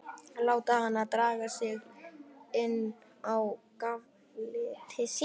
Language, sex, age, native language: Icelandic, male, 11, Icelandic